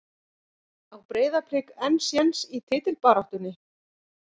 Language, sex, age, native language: Icelandic, female, 50-59, Icelandic